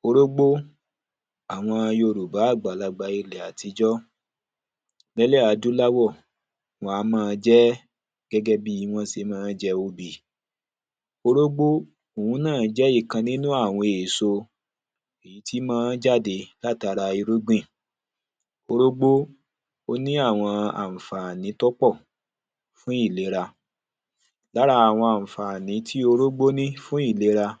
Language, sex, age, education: Yoruba, male, 30-45, primary